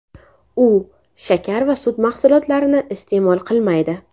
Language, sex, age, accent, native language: Uzbek, female, 18-24, Navoiy, Uzbek